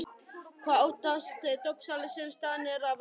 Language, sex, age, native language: Icelandic, male, 11, Icelandic